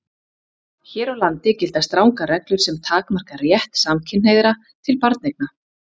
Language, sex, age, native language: Icelandic, female, 30-39, Icelandic